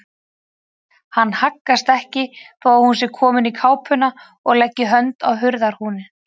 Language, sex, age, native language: Icelandic, female, 40-49, Icelandic